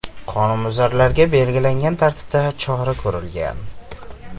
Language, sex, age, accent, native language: Uzbek, male, 18-24, Farg'ona, Uzbek